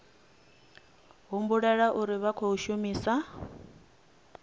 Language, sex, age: Venda, female, 26